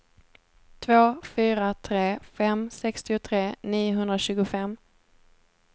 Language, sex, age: Swedish, female, 17